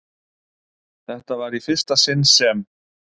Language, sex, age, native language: Icelandic, male, 50-59, Icelandic